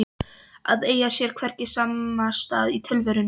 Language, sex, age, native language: Icelandic, female, 13, Polish